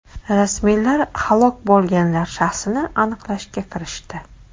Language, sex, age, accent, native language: Uzbek, female, 25-34, Toshkent shahri, Uzbek